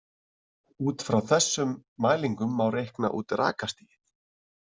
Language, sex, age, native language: Icelandic, male, 30-39, Icelandic